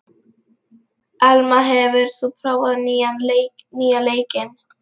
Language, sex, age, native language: Icelandic, female, 11, Lithuanian